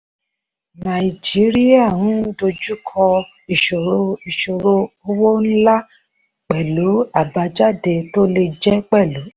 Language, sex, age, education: Yoruba, female, 30-45, tertiary